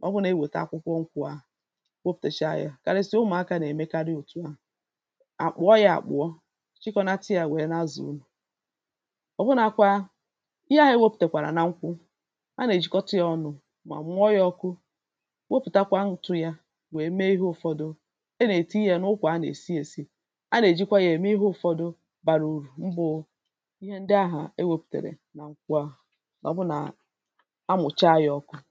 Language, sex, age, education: Igbo, female, 30-45, tertiary